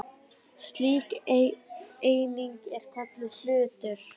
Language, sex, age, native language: Icelandic, female, 10, Icelandic